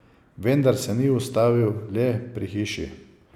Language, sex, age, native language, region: Slovenian, male, 50-59, Slovenian, Savinja region